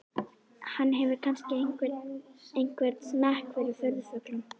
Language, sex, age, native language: Icelandic, female, 11, Icelandic